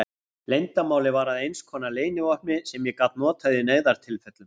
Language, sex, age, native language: Icelandic, male, 40-49, Icelandic